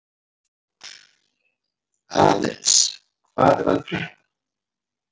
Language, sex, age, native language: Icelandic, male, 40-49, Icelandic